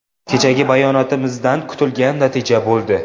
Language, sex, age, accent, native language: Uzbek, male, 18-24, Jizzax, Uzbek